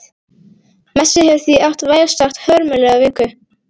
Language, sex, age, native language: Icelandic, female, 18-19, Icelandic